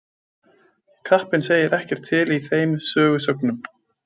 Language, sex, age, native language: Icelandic, male, 20-29, Icelandic